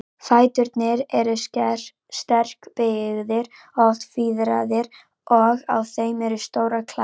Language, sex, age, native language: Icelandic, female, 18-19, Icelandic